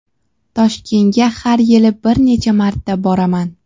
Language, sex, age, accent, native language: Uzbek, female, 18-24, Sirdaryo, Uzbek